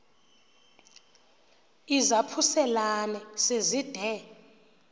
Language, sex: Xhosa, female